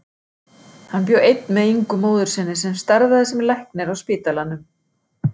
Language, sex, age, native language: Icelandic, female, 60-69, Icelandic